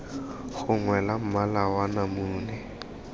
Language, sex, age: Tswana, male, 19